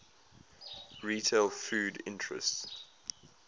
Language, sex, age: English, male, 22